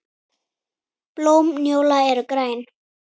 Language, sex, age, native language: Icelandic, female, 10, Icelandic